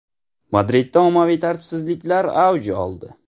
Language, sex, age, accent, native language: Uzbek, male, 18-24, Navoiy, Uzbek